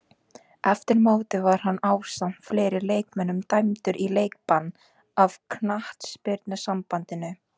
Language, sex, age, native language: Icelandic, female, 18-19, Icelandic